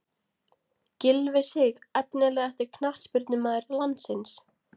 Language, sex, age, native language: Icelandic, female, 16, Latvian